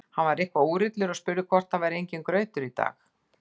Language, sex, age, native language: Icelandic, female, 60-69, Icelandic